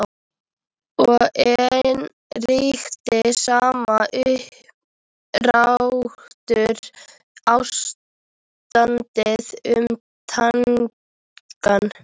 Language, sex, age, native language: Icelandic, female, 13, Icelandic